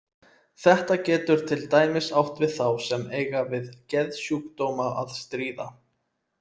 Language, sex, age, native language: Icelandic, male, 30-39, Icelandic